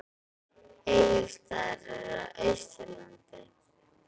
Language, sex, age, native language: Icelandic, female, 12, Icelandic